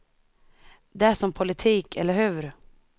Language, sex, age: Swedish, female, 21